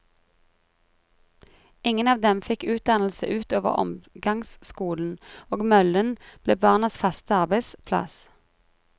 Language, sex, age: Norwegian, female, 33